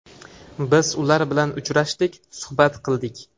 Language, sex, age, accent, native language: Uzbek, male, 18-24, Farg'ona, Uzbek